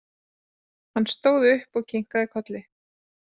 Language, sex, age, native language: Icelandic, female, 30-39, Icelandic